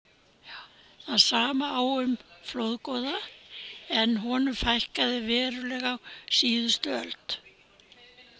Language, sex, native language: Icelandic, female, Icelandic